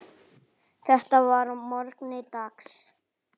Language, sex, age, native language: Icelandic, male, 8, Icelandic